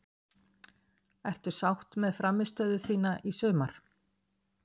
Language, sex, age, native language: Icelandic, female, 60-69, Icelandic